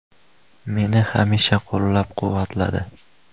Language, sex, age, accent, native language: Uzbek, male, under 19, Andijon, Uzbek